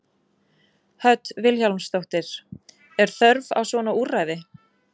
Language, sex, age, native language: Icelandic, female, 20-29, Icelandic